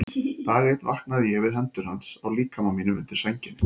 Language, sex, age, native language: Icelandic, male, 40-49, Icelandic